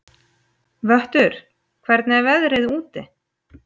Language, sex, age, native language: Icelandic, female, 30-39, Icelandic